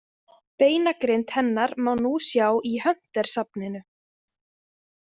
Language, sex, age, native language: Icelandic, female, 20-29, Icelandic